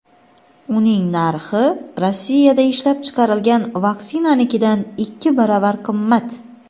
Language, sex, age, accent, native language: Uzbek, female, 25-34, Xorazm, Uzbek